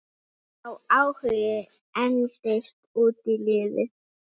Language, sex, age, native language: Icelandic, female, 9, Icelandic